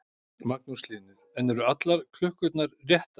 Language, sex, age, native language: Icelandic, male, 50-59, Icelandic